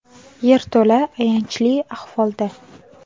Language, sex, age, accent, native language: Uzbek, female, under 19, Navoiy, Uzbek